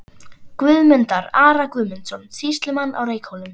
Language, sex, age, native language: Icelandic, female, 11, Icelandic